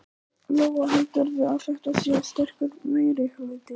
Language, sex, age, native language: Icelandic, male, 11, Polish